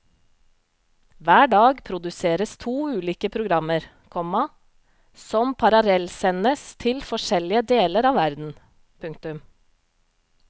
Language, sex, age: Norwegian, female, 35